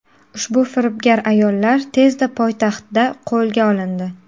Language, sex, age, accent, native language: Uzbek, female, 18-24, Qashqadaryo, Uzbek